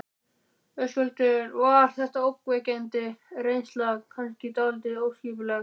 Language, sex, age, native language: Icelandic, male, 12, Icelandic